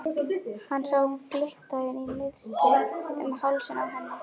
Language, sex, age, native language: Icelandic, female, 12, Icelandic